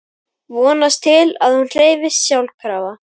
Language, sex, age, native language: Icelandic, male, 12, Icelandic